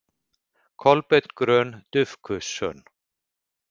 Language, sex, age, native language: Icelandic, male, 50-59, Icelandic